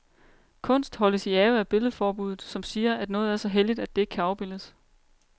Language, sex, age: Danish, female, 30